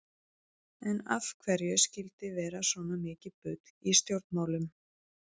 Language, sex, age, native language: Icelandic, female, 30-39, Icelandic